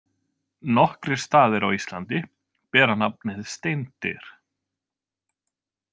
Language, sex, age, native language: Icelandic, male, 20-29, Icelandic